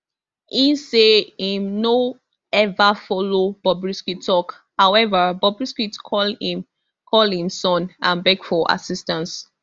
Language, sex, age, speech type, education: Nigerian Pidgin, female, 15-29, spontaneous, tertiary